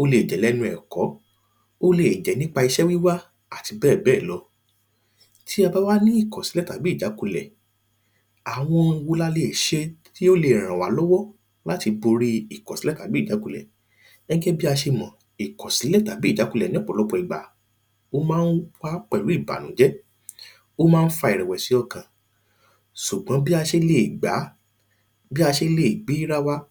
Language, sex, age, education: Yoruba, male, 30-45, primary